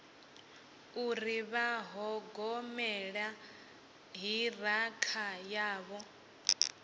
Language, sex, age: Venda, female, 18